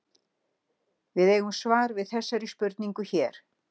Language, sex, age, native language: Icelandic, female, 60-69, Icelandic